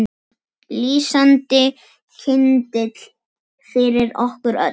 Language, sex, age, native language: Icelandic, female, 10, Icelandic